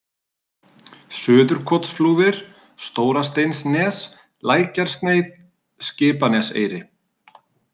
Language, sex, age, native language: Icelandic, male, 30-39, Icelandic